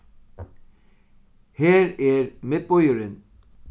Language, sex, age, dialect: Faroese, male, 36-60, Sandoy